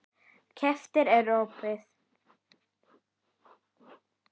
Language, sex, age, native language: Icelandic, female, 10, Icelandic